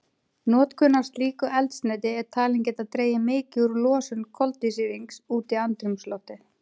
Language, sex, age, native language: Icelandic, female, 30-39, Icelandic